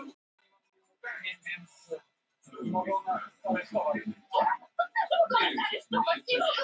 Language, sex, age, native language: Icelandic, female, 18-19, Icelandic